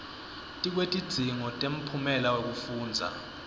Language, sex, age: Swati, male, 22